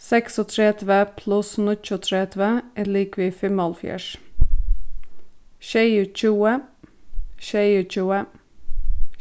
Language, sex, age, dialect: Faroese, female, 15-35, Suðurstreymoy